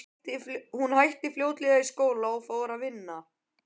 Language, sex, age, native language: Icelandic, male, 12, Icelandic